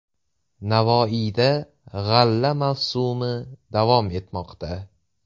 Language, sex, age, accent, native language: Uzbek, male, 18-24, Toshkent viloyati, Uzbek